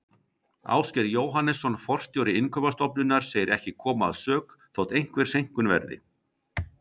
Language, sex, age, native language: Icelandic, male, 50-59, Icelandic